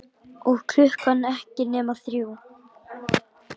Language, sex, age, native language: Icelandic, male, 10, Icelandic